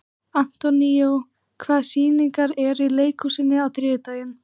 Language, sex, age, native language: Icelandic, female, 14, Icelandic